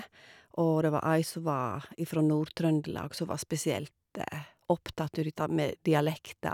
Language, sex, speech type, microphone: Norwegian, female, spontaneous, Shure